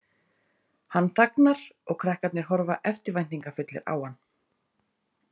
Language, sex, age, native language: Icelandic, female, 30-39, Icelandic